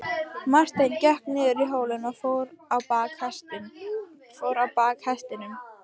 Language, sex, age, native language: Icelandic, female, 12, Icelandic